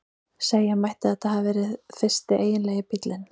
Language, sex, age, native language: Icelandic, female, 30-39, Icelandic